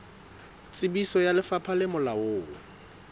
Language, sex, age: Southern Sotho, male, 22